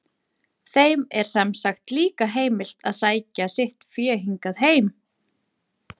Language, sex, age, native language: Icelandic, female, 40-49, Icelandic